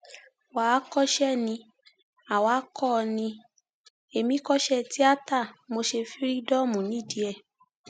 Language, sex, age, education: Yoruba, female, 15-29, tertiary